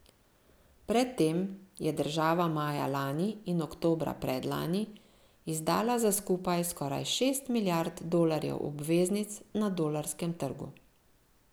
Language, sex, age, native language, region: Slovenian, female, 50-59, Slovenian, Central Slovenia